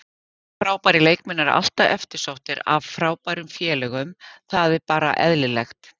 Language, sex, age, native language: Icelandic, female, 50-59, Icelandic